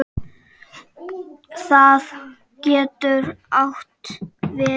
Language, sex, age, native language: Icelandic, male, 5, Czech